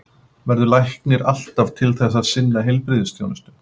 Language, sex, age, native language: Icelandic, male, 50-59, Icelandic